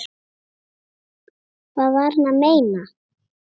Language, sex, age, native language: Icelandic, female, 7, Icelandic